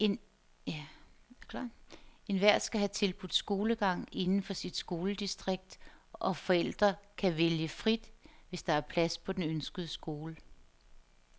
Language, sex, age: Danish, female, 50